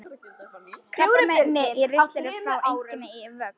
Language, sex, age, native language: Icelandic, female, 11, Icelandic